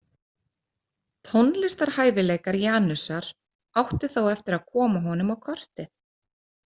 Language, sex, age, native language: Icelandic, female, 30-39, Icelandic